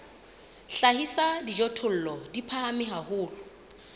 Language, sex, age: Southern Sotho, female, 29